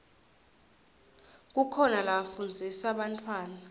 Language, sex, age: Swati, female, 21